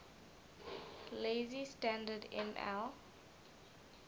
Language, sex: English, female